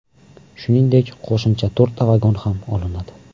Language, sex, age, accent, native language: Uzbek, male, 18-24, Farg'ona, Uzbek